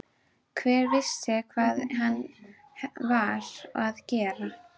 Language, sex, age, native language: Icelandic, female, 12, Icelandic